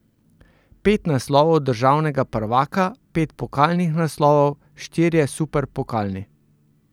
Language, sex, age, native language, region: Slovenian, male, 30-49, Slovenian, Central Slovenia